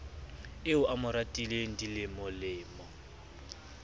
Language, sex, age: Southern Sotho, male, 24